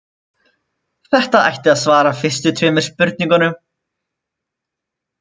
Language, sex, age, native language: Icelandic, male, 20-29, Icelandic